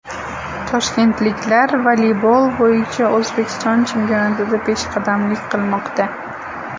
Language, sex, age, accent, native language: Uzbek, female, 18-24, Toshkent viloyati, Uzbek